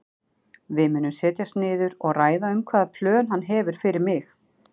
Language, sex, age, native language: Icelandic, female, 40-49, Icelandic